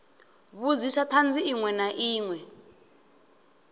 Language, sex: Venda, male